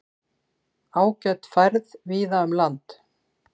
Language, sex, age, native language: Icelandic, female, 60-69, Icelandic